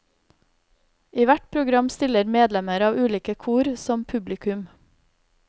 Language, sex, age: Norwegian, female, 32